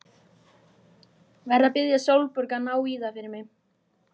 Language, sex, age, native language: Icelandic, male, 11, Icelandic